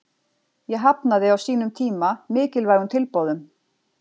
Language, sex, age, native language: Icelandic, female, 40-49, Icelandic